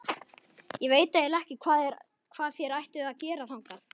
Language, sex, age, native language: Icelandic, male, 11, Icelandic